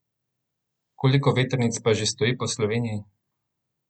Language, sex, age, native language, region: Slovenian, male, 18-29, Slovenian, Central Slovenia